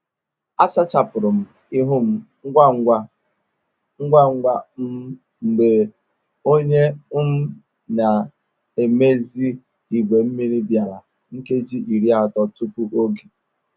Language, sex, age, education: Igbo, male, 15-29, tertiary